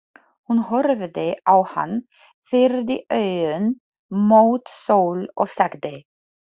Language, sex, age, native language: Icelandic, female, 40-49, Polish